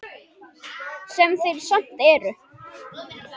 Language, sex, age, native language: Icelandic, male, 10, Icelandic